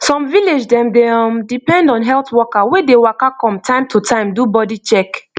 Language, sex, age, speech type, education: Nigerian Pidgin, female, 15-29, spontaneous, tertiary